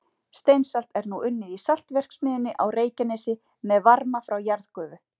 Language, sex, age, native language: Icelandic, female, 40-49, Icelandic